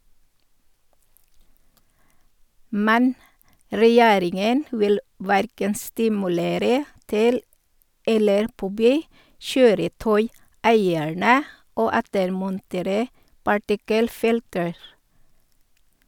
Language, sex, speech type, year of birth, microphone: Norwegian, female, read, 1962, Sennheiser